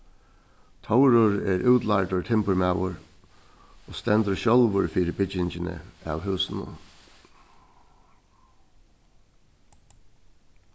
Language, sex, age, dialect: Faroese, male, 61+, Suðurstreymoy